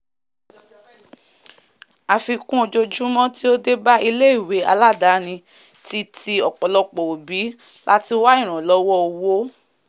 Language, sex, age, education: Yoruba, female, 15-29, tertiary